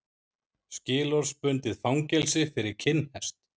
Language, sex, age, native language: Icelandic, male, 30-39, Icelandic